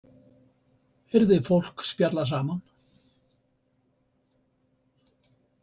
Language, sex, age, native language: Icelandic, male, 70-79, Icelandic